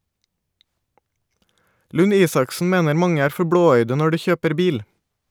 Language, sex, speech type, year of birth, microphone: Norwegian, male, read, 1989, Shure